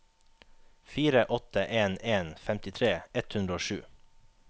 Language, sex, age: Norwegian, male, 21